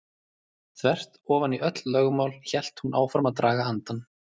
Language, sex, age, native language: Icelandic, male, 30-39, Icelandic